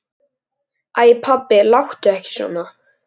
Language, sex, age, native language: Icelandic, male, 10, Icelandic